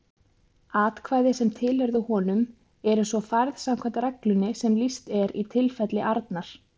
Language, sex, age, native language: Icelandic, female, 20-29, Icelandic